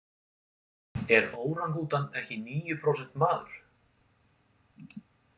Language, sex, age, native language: Icelandic, male, 40-49, Icelandic